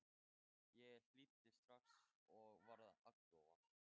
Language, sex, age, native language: Icelandic, male, 13, Thai